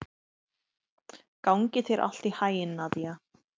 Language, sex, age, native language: Icelandic, female, 30-39, Icelandic